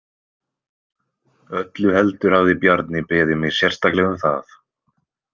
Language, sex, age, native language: Icelandic, male, 20-29, Icelandic